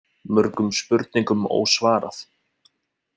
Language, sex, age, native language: Icelandic, male, 20-29, Icelandic